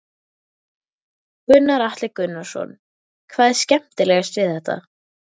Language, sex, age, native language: Icelandic, female, 12, Icelandic